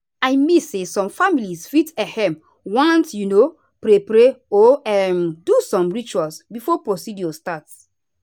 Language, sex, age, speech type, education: Nigerian Pidgin, female, 30-45, spontaneous, tertiary